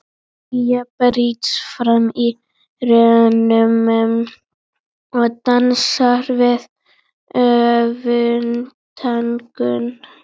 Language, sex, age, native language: Icelandic, female, 12, Icelandic